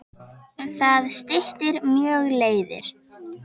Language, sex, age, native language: Icelandic, female, 10, Icelandic